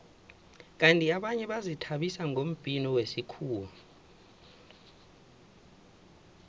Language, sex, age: South Ndebele, male, 24